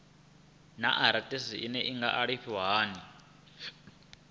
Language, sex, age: Venda, male, 22